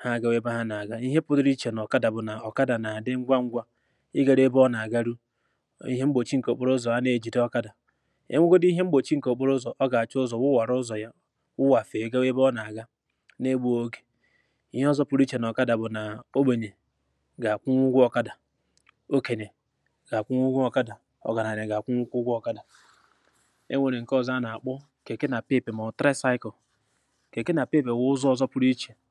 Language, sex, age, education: Igbo, male, 15-29, tertiary